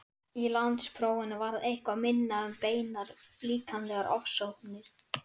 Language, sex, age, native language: Icelandic, male, 11, Icelandic